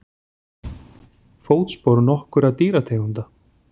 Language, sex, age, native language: Icelandic, male, 40-49, Icelandic